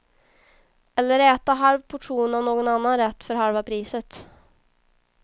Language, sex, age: Swedish, female, 22